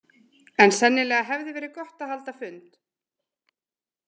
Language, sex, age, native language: Icelandic, female, 20-29, Icelandic